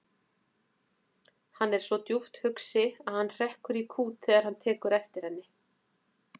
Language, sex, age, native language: Icelandic, female, 40-49, Icelandic